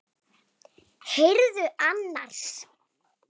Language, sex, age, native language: Icelandic, female, 7, Icelandic